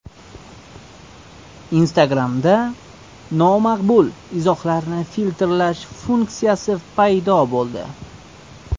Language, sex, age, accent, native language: Uzbek, male, 25-34, Surxondaryo, Uzbek